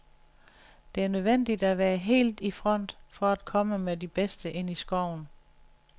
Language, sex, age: Danish, female, 61